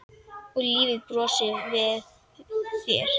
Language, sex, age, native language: Icelandic, female, 10, Icelandic